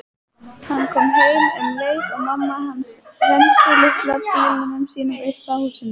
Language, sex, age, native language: Icelandic, female, 18-19, Icelandic